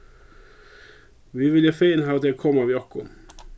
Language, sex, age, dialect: Faroese, male, 36-60, Suðurstreymoy